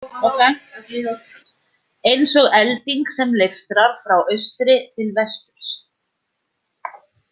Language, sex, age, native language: Icelandic, female, 40-49, Icelandic